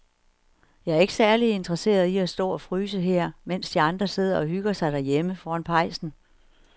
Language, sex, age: Danish, female, 61